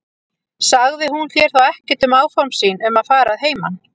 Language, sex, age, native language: Icelandic, female, 40-49, Icelandic